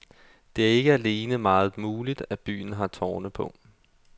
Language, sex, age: Danish, male, 32